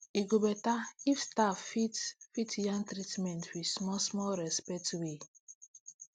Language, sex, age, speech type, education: Nigerian Pidgin, female, 15-29, spontaneous, tertiary